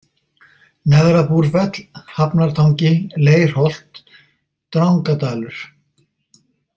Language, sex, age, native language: Icelandic, male, 50-59, Icelandic